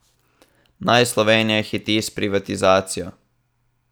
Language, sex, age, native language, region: Slovenian, male, 18-29, Slovenian, Southeast Slovenia